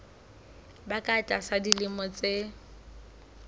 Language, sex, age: Southern Sotho, female, 25